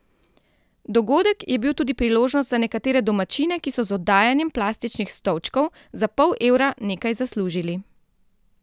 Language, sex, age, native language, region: Slovenian, female, 30-49, Slovenian, Central Slovenia